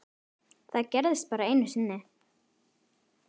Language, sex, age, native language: Icelandic, female, 10, Icelandic